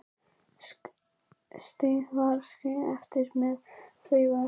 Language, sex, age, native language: Icelandic, female, 11, Icelandic